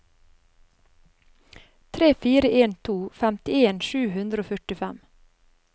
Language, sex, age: Norwegian, female, 30